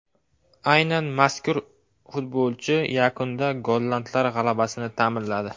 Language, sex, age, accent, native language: Uzbek, male, 18-24, Farg'ona, Uzbek